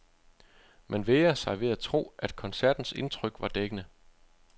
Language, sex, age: Danish, male, 25